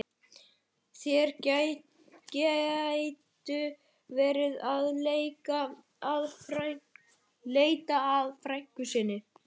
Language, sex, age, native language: Icelandic, male, 11, Icelandic